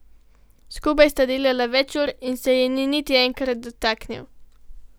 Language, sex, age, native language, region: Slovenian, female, 12-17, Slovenian, Gorenjska region